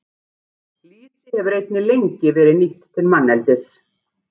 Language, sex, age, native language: Icelandic, female, 40-49, Icelandic